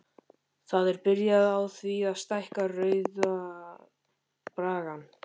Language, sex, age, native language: Icelandic, male, 13, Icelandic